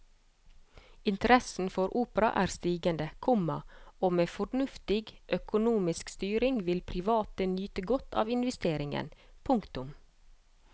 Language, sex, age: Norwegian, female, 30